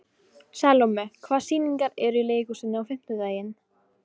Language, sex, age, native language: Icelandic, female, 15, Polish